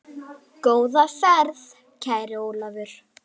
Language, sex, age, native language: Icelandic, female, 9, Icelandic